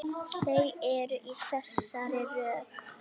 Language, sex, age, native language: Icelandic, female, 9, Icelandic